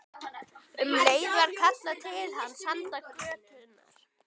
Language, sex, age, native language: Icelandic, female, 12, Icelandic